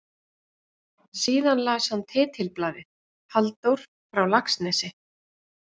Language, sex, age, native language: Icelandic, female, 40-49, Icelandic